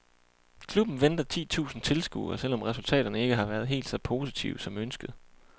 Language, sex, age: Danish, male, 28